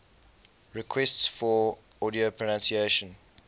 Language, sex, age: English, male, 20